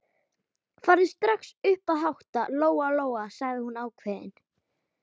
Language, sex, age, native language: Icelandic, female, 12, Icelandic